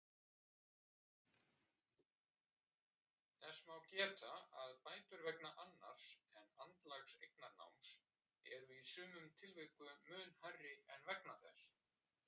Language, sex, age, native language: Icelandic, male, 60-69, Icelandic